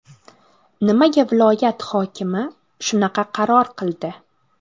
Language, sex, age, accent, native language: Uzbek, female, 18-24, Buxoro, Uzbek